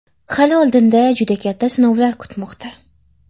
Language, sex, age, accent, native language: Uzbek, female, 18-24, Toshkent shahri, Uzbek